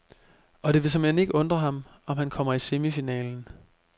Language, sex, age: Danish, male, 25